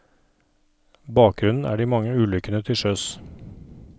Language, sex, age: Norwegian, male, 39